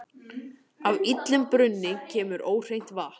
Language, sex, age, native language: Icelandic, male, 18-19, Icelandic